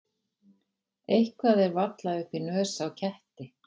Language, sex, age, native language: Icelandic, female, 40-49, Icelandic